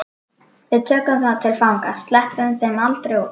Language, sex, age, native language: Icelandic, female, 12, Icelandic